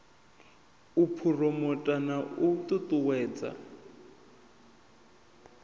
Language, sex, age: Venda, male, 21